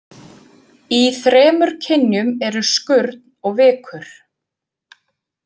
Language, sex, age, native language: Icelandic, female, 50-59, Icelandic